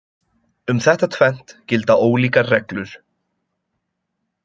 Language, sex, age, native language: Icelandic, male, 20-29, Icelandic